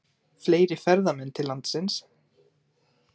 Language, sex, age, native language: Icelandic, male, 18-19, Icelandic